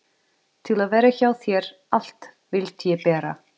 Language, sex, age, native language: Icelandic, female, 30-39, Portuguese